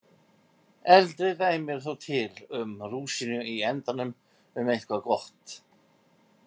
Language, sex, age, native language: Icelandic, male, 50-59, Icelandic